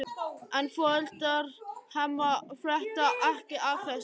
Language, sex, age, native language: Icelandic, male, 11, Icelandic